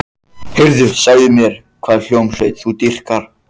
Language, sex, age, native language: Icelandic, male, 14, Icelandic